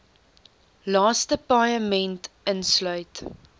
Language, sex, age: Afrikaans, female, 19